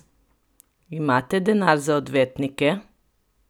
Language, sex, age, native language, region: Slovenian, female, 30-49, Slovenian, Coastal Karst region